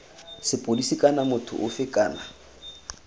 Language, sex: Tswana, male